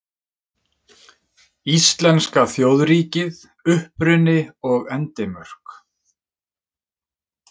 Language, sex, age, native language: Icelandic, male, 30-39, Icelandic